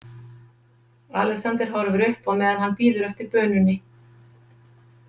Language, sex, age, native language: Icelandic, female, 50-59, Icelandic